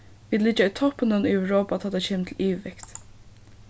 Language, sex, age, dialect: Faroese, female, 15-35, Suðurstreymoy